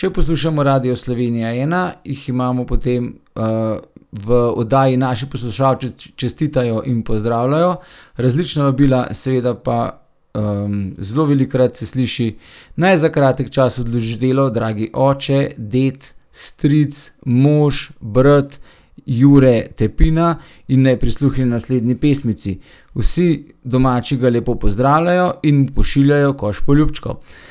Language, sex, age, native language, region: Slovenian, male, 30-49, Slovenian, Gorenjska region